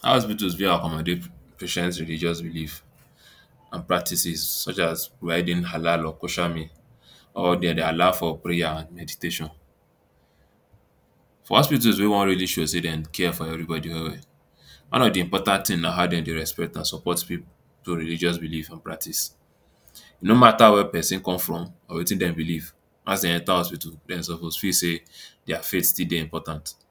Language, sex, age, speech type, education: Nigerian Pidgin, male, 15-29, spontaneous, tertiary